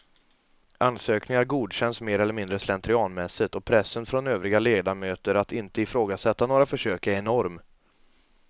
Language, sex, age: Swedish, male, 22